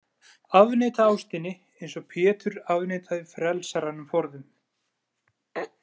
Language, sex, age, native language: Icelandic, male, 20-29, Icelandic